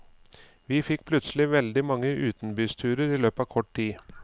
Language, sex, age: Norwegian, male, 39